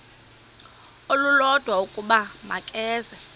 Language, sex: Xhosa, female